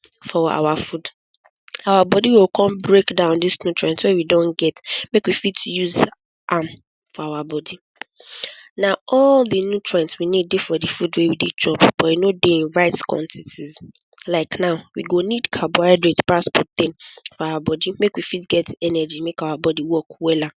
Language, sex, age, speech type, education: Nigerian Pidgin, female, 15-29, spontaneous, secondary